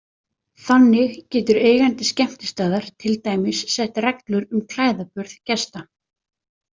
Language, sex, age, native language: Icelandic, female, 30-39, Icelandic